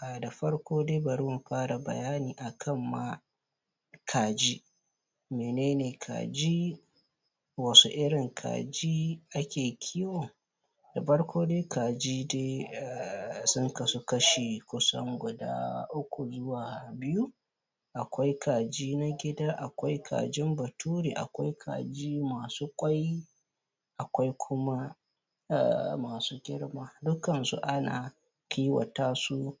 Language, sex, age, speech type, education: Hausa, male, 15-29, spontaneous, primary